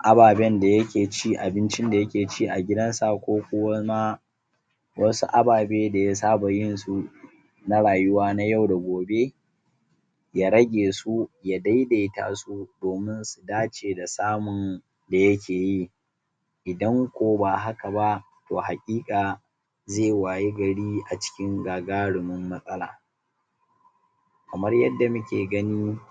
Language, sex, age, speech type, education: Hausa, male, 30-45, spontaneous, tertiary